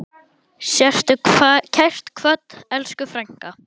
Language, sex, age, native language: Icelandic, male, 10, Icelandic